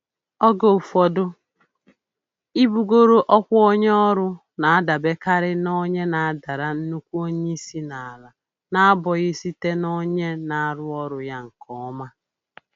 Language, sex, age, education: Igbo, female, 30-45, tertiary